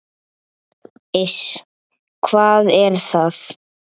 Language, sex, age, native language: Icelandic, male, 7, Icelandic